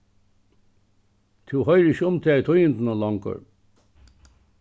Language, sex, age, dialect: Faroese, male, 61+, Suðuroy